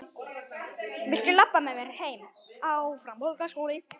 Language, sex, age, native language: Icelandic, male, 9, Icelandic